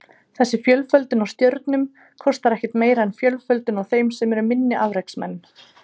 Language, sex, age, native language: Icelandic, female, 30-39, Icelandic